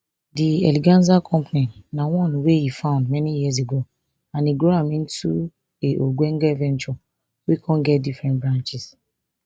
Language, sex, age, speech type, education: Nigerian Pidgin, female, 30-45, spontaneous, tertiary